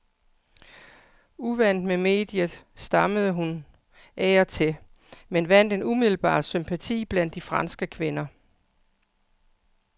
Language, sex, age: Danish, female, 55